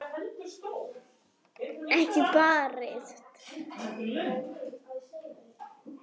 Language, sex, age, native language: Icelandic, female, 7, Icelandic